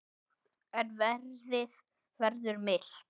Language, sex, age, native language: Icelandic, male, 10, Icelandic